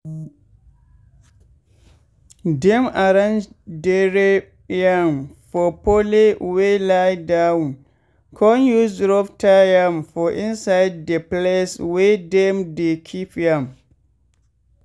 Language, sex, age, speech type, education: Nigerian Pidgin, male, 15-29, spontaneous, tertiary